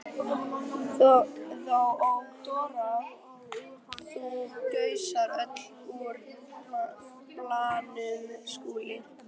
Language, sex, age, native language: Icelandic, male, 11, Icelandic